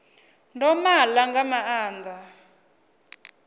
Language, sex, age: Venda, female, 24